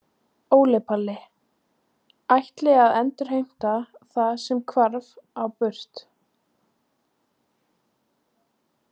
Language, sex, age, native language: Icelandic, female, 20-29, Icelandic